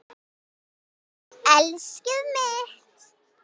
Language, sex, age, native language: Icelandic, female, 9, Icelandic